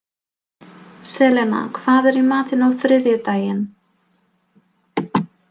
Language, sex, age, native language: Icelandic, female, 20-29, Polish